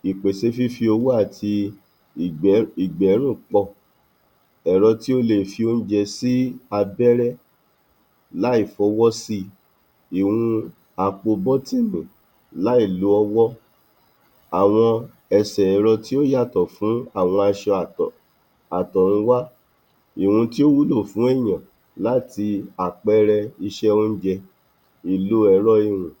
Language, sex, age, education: Yoruba, male, 46-60, tertiary